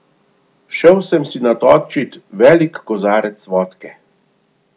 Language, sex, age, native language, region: Slovenian, male, 50-59, Slovenian, Gorenjska region